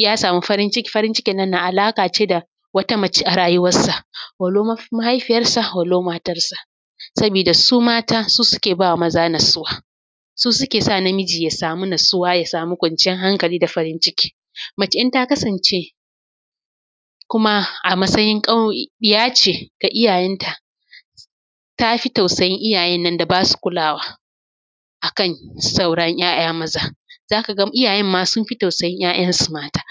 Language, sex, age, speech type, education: Hausa, female, 15-29, spontaneous, tertiary